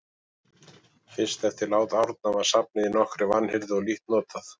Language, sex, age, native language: Icelandic, male, 40-49, Icelandic